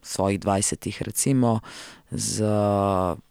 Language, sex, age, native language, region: Slovenian, female, 30-49, Slovenian, Central Slovenia